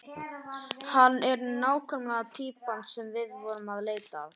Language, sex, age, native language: Icelandic, male, 18-19, Icelandic